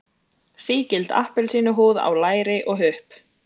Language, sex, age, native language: Icelandic, female, 20-29, Icelandic